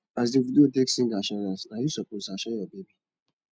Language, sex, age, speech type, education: Nigerian Pidgin, male, 15-29, spontaneous, tertiary